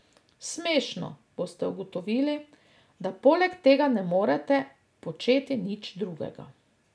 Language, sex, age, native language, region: Slovenian, female, 50-59, Slovenian, Drava region